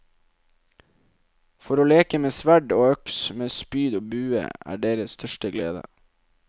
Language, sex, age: Norwegian, male, 27